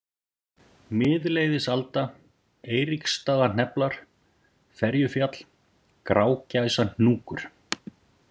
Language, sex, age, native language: Icelandic, male, 40-49, Icelandic